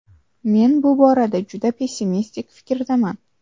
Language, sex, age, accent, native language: Uzbek, female, 12-17, Samarqand, Uzbek